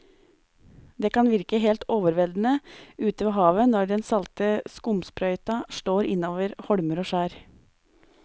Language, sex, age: Norwegian, female, 26